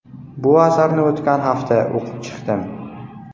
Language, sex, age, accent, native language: Uzbek, male, 12-17, Namangan, Uzbek